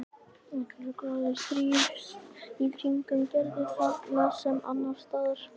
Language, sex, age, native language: Icelandic, male, 11, Icelandic